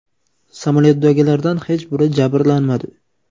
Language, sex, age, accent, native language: Uzbek, male, 18-24, Toshkent viloyati, Uzbek